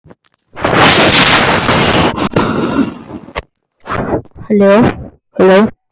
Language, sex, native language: Icelandic, other, Icelandic